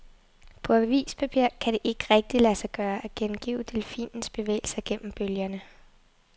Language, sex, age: Danish, female, 23